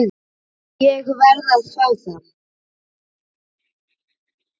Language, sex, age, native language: Icelandic, female, 9, Icelandic